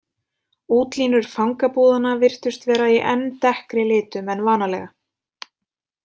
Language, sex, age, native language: Icelandic, female, 20-29, Icelandic